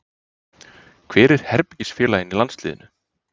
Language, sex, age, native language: Icelandic, male, 30-39, Icelandic